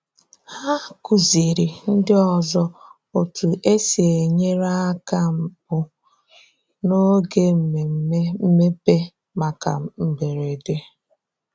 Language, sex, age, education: Igbo, female, 30-45, tertiary